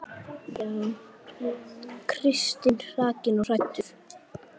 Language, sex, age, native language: Icelandic, female, 8, Icelandic